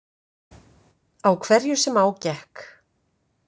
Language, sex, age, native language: Icelandic, female, 50-59, Icelandic